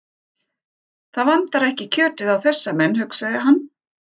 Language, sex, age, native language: Icelandic, female, 50-59, German